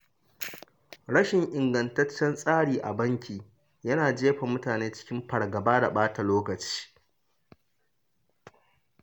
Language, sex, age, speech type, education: Hausa, male, 30-45, read, primary